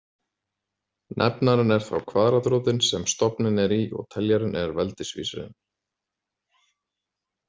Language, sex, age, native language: Icelandic, male, 30-39, Icelandic